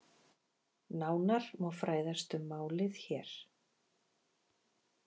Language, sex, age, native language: Icelandic, female, 40-49, Icelandic